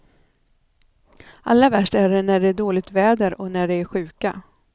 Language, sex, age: Swedish, female, 39